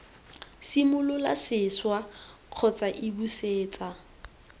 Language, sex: Tswana, female